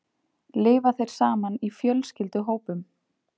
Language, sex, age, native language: Icelandic, female, 30-39, Icelandic